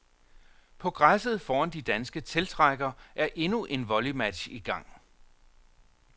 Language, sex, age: Danish, male, 45